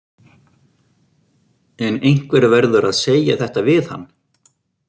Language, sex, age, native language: Icelandic, male, 50-59, Icelandic